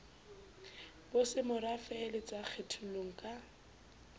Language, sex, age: Southern Sotho, female, 29